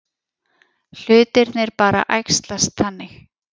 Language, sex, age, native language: Icelandic, female, 40-49, Icelandic